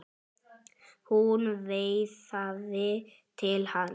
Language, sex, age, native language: Icelandic, male, 10, Icelandic